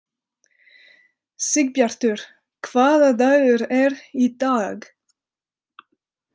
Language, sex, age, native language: Icelandic, female, 30-39, French